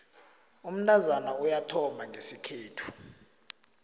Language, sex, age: South Ndebele, male, 20